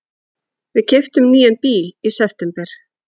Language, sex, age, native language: Icelandic, female, 40-49, Icelandic